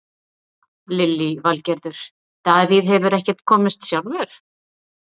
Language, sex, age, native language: Icelandic, female, 40-49, Icelandic